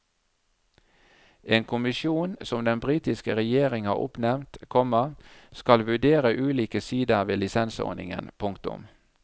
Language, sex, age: Norwegian, male, 37